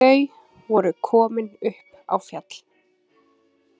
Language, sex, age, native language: Icelandic, female, 20-29, Icelandic